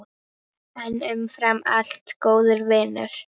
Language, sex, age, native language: Icelandic, female, 9, Icelandic